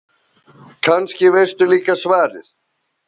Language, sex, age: Icelandic, female, 7